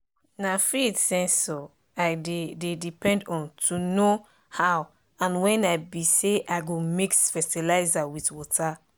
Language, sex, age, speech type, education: Nigerian Pidgin, female, 30-45, spontaneous, tertiary